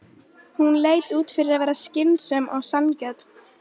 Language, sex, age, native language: Icelandic, female, 13, Icelandic